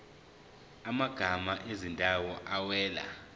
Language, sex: Zulu, male